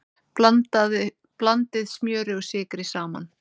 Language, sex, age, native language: Icelandic, male, 9, Icelandic